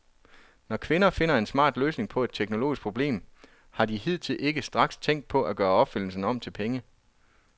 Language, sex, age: Danish, male, 33